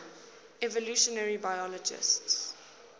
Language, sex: English, female